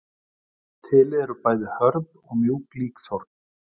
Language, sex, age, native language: Icelandic, male, 40-49, Icelandic